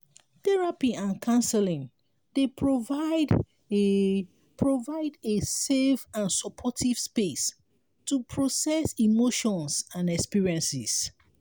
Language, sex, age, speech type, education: Nigerian Pidgin, female, 30-45, spontaneous, tertiary